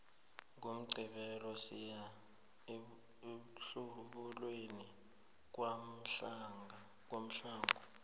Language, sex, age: South Ndebele, male, 19